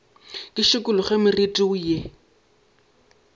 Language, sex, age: Northern Sotho, male, 22